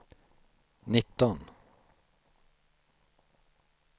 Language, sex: Swedish, male